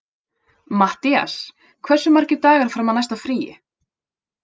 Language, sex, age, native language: Icelandic, female, 20-29, Icelandic